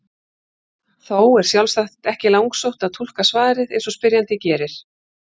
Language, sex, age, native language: Icelandic, female, 50-59, Icelandic